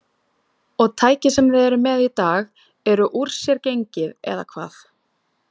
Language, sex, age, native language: Icelandic, female, 20-29, Icelandic